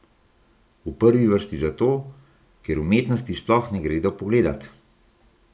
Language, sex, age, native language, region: Slovenian, male, 60+, Slovenian, Gorenjska region